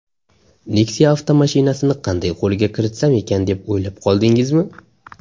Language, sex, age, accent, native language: Uzbek, male, 19-29, Namangan, Uzbek